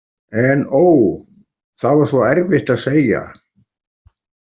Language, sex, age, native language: Icelandic, male, 40-49, Icelandic